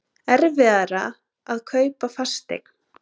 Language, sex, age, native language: Icelandic, female, 30-39, Icelandic